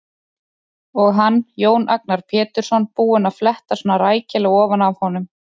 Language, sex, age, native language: Icelandic, male, 30-39, Icelandic